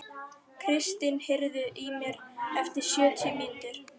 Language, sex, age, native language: Icelandic, female, 12, Icelandic